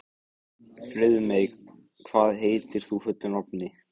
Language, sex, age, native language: Icelandic, male, 15, Icelandic